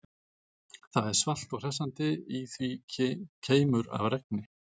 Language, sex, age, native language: Icelandic, male, 40-49, Icelandic